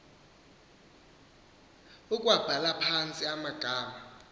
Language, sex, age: Xhosa, male, 18